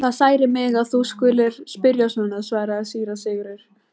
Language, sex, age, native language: Icelandic, female, 18-19, Icelandic